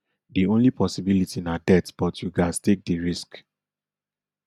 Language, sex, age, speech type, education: Nigerian Pidgin, male, 30-45, spontaneous, tertiary